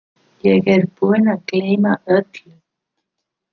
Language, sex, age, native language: Icelandic, female, 50-59, English